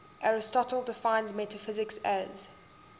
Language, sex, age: English, female, 20